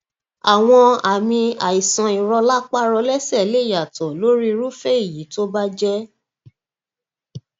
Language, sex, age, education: Yoruba, female, 30-45, tertiary